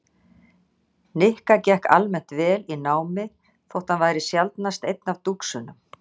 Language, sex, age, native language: Icelandic, female, 60-69, Icelandic